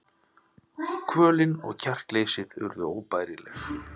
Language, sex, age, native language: Icelandic, male, 30-39, Icelandic